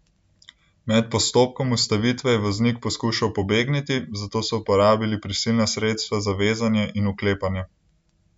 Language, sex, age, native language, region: Slovenian, male, 18-29, Slovenian, Central Slovenia